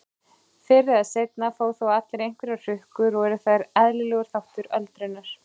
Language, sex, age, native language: Icelandic, female, 30-39, Icelandic